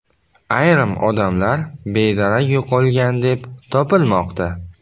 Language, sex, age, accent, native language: Uzbek, male, 18-24, Buxoro, Uzbek